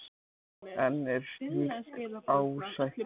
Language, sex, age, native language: Icelandic, male, 14, Icelandic